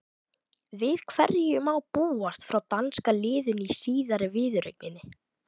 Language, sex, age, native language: Icelandic, female, 12, Icelandic